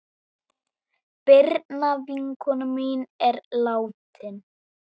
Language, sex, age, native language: Icelandic, male, 7, Icelandic